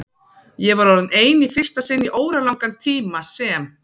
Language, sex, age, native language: Icelandic, female, 40-49, Icelandic